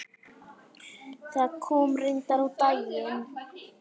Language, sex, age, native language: Icelandic, male, 10, Icelandic